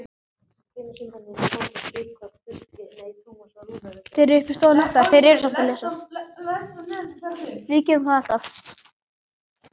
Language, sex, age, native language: Icelandic, male, 12, Icelandic